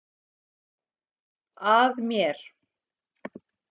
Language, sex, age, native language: Icelandic, female, 40-49, Icelandic